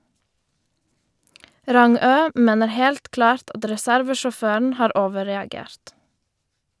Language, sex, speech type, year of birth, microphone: Norwegian, female, read, 1990, Shure